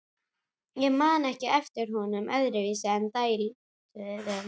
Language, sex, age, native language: Icelandic, female, 12, Icelandic